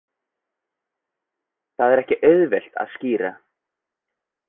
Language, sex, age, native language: Icelandic, male, 20-29, Icelandic